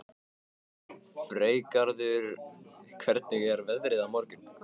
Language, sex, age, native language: Icelandic, male, 15, Icelandic